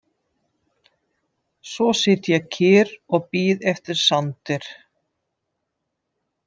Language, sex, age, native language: Icelandic, female, 50-59, Dutch